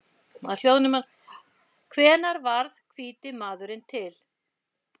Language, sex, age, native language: Icelandic, female, 60-69, Icelandic